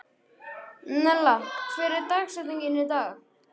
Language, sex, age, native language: Icelandic, male, 12, Icelandic